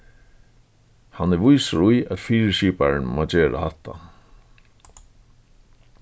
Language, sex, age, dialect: Faroese, male, 36-60, Suðurstreymoy